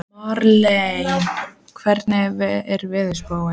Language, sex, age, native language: Icelandic, female, 14, Icelandic